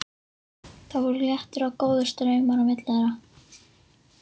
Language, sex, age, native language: Icelandic, female, 11, Icelandic